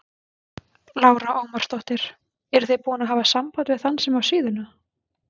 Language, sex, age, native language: Icelandic, female, 20-29, Icelandic